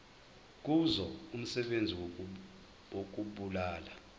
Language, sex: Zulu, male